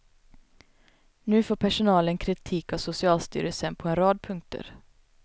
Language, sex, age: Swedish, female, 29